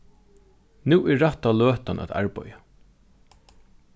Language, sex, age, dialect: Faroese, male, 36-60, Norðurstreymoy/Eysturoy